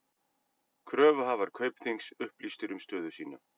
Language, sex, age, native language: Icelandic, male, 50-59, Icelandic